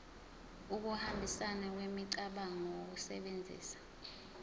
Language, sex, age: Zulu, female, 20